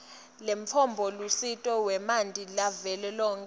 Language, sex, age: Swati, female, 19